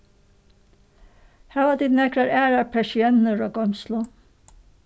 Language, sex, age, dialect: Faroese, female, 61+, Suðurstreymoy